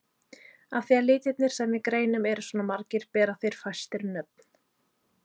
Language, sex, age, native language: Icelandic, female, 30-39, Icelandic